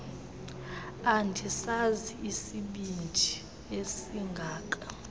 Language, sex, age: Xhosa, female, 20